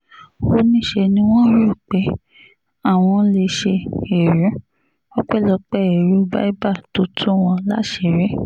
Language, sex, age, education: Yoruba, female, 30-45, tertiary